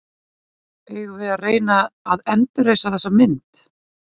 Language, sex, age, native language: Icelandic, female, 40-49, Icelandic